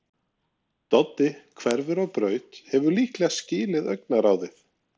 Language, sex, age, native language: Icelandic, male, 40-49, Norwegian